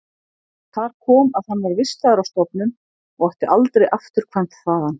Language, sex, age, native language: Icelandic, female, 50-59, Icelandic